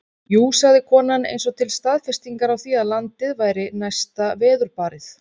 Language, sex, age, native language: Icelandic, female, 30-39, Icelandic